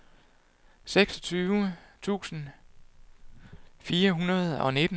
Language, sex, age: Danish, male, 48